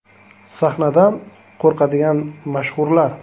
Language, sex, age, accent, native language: Uzbek, male, 25-34, Toshkent shahri, Uzbek